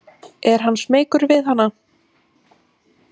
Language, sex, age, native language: Icelandic, female, 18-19, Icelandic